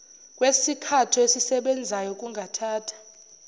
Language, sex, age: Zulu, female, 29